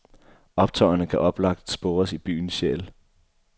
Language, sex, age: Danish, male, 24